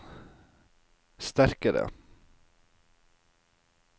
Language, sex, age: Norwegian, male, 36